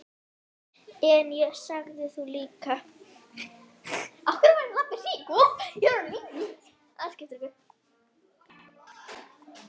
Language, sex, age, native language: Icelandic, female, 9, Icelandic